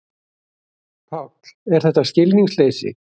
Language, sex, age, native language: Icelandic, male, 60-69, Icelandic